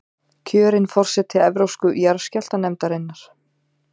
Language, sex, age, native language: Icelandic, female, 30-39, Icelandic